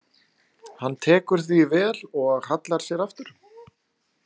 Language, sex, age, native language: Icelandic, male, 40-49, Icelandic